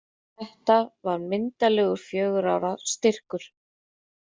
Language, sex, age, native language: Icelandic, female, 30-39, Icelandic